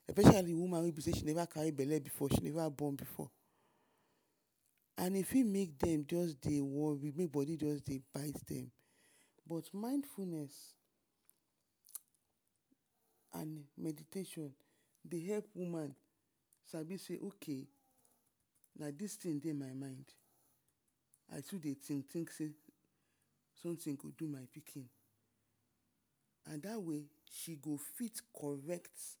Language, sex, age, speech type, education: Nigerian Pidgin, female, 30-45, spontaneous, tertiary